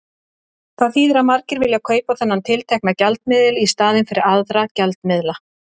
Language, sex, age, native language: Icelandic, female, 30-39, Icelandic